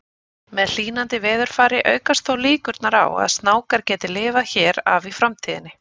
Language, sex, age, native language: Icelandic, female, 30-39, Icelandic